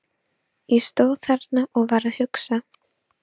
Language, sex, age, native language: Icelandic, female, 12, Icelandic